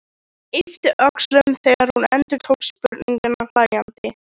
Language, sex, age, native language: Icelandic, male, 13, Icelandic